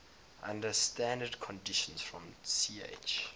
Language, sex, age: English, male, 22